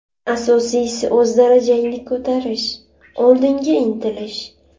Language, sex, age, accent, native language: Uzbek, female, 18-24, Navoiy, Uzbek